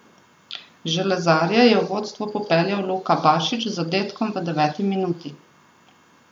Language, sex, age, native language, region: Slovenian, female, 30-49, Slovenian, Southeast Slovenia